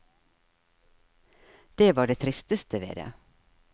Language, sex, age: Norwegian, female, 52